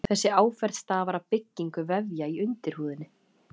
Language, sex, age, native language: Icelandic, female, 30-39, Icelandic